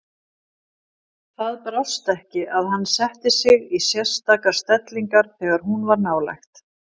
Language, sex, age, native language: Icelandic, female, 50-59, Icelandic